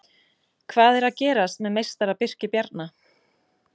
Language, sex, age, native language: Icelandic, female, 20-29, Icelandic